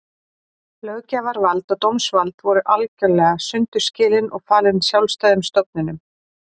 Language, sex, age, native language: Icelandic, female, 40-49, Icelandic